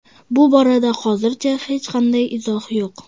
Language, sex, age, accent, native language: Uzbek, male, under 19, Sirdaryo, Uzbek